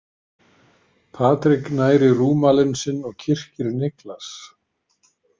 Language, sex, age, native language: Icelandic, male, 50-59, Icelandic